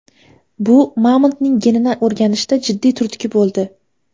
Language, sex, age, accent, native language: Uzbek, female, 18-24, Farg'ona, Uzbek